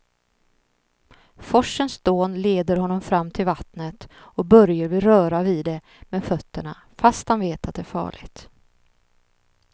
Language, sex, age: Swedish, female, 39